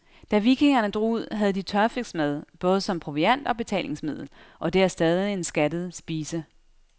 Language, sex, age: Danish, female, 32